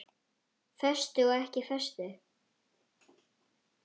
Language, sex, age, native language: Icelandic, female, 9, Icelandic